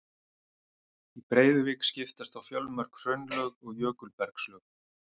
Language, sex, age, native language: Icelandic, male, 30-39, Icelandic